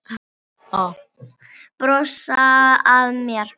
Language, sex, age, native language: Icelandic, female, 8, Filipino